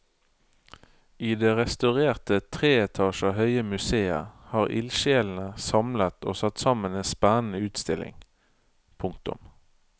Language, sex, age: Norwegian, male, 31